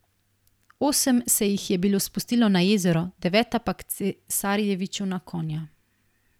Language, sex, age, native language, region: Slovenian, female, 18-29, Slovenian, Primorsko-notranjska region